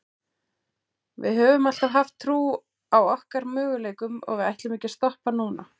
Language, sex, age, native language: Icelandic, female, 40-49, Icelandic